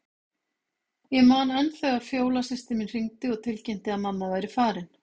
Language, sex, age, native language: Icelandic, female, 50-59, Icelandic